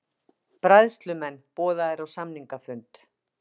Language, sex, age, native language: Icelandic, female, 50-59, Icelandic